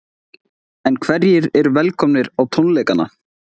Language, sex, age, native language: Icelandic, male, 20-29, Icelandic